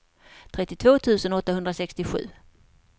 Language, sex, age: Swedish, female, 54